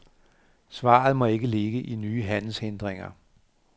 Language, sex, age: Danish, male, 58